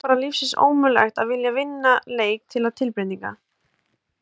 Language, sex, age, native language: Icelandic, female, 20-29, Icelandic